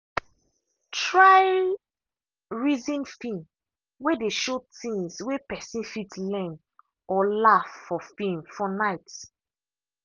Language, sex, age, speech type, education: Nigerian Pidgin, female, 15-29, spontaneous, tertiary